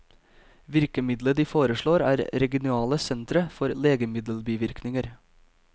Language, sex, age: Norwegian, male, 22